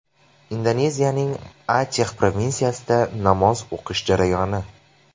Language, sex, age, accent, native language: Uzbek, male, 18-24, Farg'ona, Uzbek